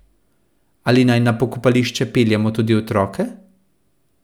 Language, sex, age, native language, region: Slovenian, male, 30-49, Slovenian, Central Slovenia